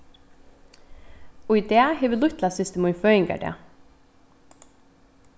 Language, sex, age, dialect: Faroese, female, 15-35, Vágar